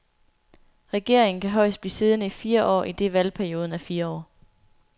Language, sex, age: Danish, female, 24